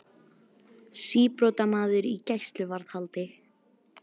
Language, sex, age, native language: Icelandic, female, 18-19, Icelandic